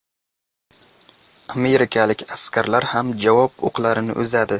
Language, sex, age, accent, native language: Uzbek, male, 18-24, Qashqadaryo, Uzbek